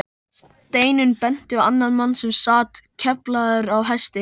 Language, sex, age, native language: Icelandic, male, 13, Icelandic